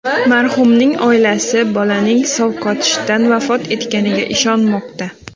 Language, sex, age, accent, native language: Uzbek, female, 18-24, Xorazm, Uzbek